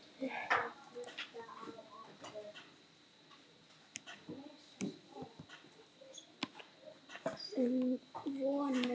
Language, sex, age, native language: Icelandic, female, 6, Icelandic